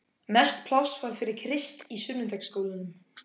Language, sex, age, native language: Icelandic, male, 14, Icelandic